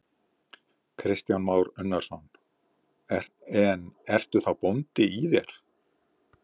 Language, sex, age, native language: Icelandic, male, 70-79, Icelandic